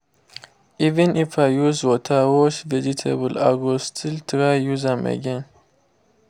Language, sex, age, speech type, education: Nigerian Pidgin, male, 15-29, spontaneous, tertiary